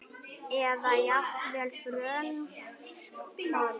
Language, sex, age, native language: Icelandic, male, 10, Icelandic